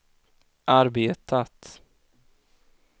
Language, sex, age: Swedish, male, 16